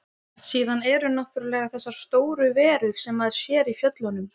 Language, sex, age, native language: Icelandic, female, 20-29, Icelandic